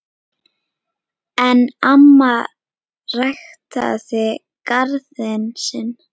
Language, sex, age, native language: Icelandic, female, 8, Icelandic